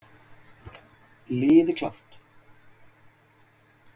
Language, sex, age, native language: Icelandic, male, 30-39, Icelandic